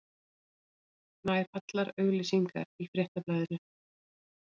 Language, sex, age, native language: Icelandic, female, 40-49, Icelandic